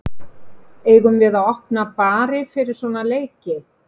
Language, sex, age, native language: Icelandic, female, 50-59, Icelandic